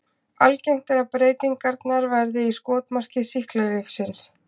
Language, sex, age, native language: Icelandic, female, 20-29, Icelandic